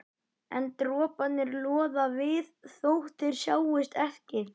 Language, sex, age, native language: Icelandic, male, 11, Icelandic